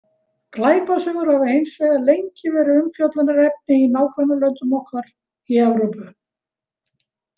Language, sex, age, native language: Icelandic, female, 70-79, Icelandic